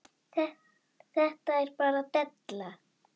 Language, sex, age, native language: Icelandic, female, 8, Icelandic